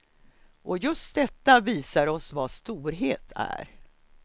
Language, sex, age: Swedish, female, 63